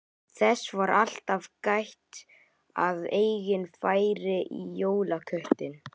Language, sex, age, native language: Icelandic, male, 11, Icelandic